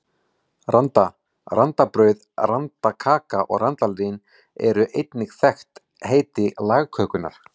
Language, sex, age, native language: Icelandic, male, 40-49, Icelandic